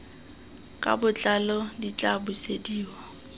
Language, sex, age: Tswana, female, 20